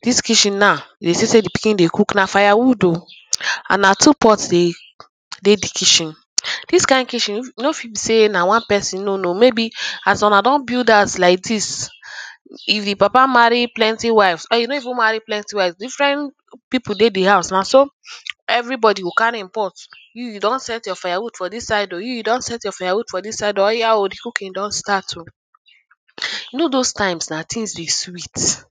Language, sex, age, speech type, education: Nigerian Pidgin, female, 15-29, spontaneous, tertiary